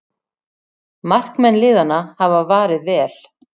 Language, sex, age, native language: Icelandic, female, 40-49, Icelandic